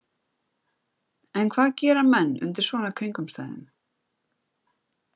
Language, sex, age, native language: Icelandic, female, 30-39, Icelandic